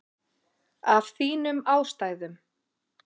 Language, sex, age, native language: Icelandic, female, 40-49, Icelandic